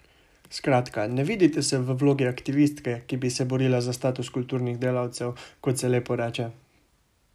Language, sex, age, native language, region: Slovenian, male, 18-29, Slovenian, Savinja region